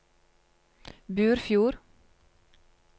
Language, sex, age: Norwegian, female, 35